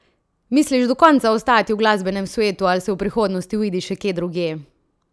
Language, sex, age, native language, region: Slovenian, female, 30-49, Slovenian, Central Slovenia